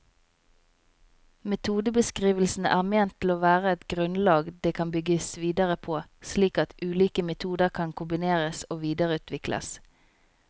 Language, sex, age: Norwegian, female, 27